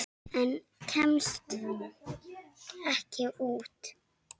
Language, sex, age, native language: Icelandic, female, 18-19, Icelandic